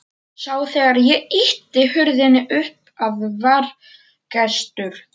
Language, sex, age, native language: Icelandic, male, 40-49, Polish